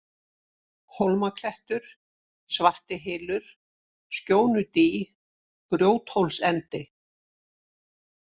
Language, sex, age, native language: Icelandic, female, 60-69, Icelandic